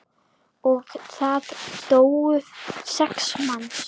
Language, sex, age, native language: Icelandic, female, 10, Icelandic